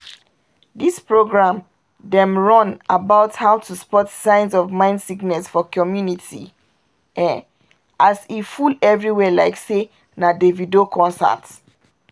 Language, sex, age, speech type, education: Nigerian Pidgin, female, 30-45, spontaneous, tertiary